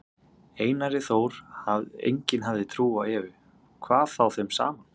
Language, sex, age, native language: Icelandic, male, 30-39, Icelandic